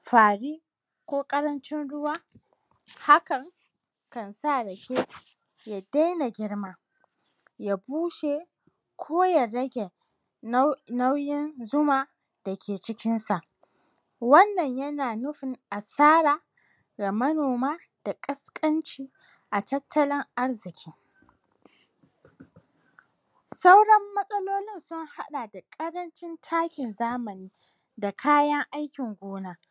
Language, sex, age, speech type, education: Hausa, female, 30-45, spontaneous, tertiary